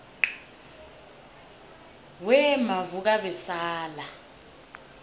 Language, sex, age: South Ndebele, female, 19